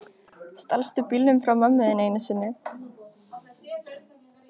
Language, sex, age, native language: Icelandic, other, 12, Icelandic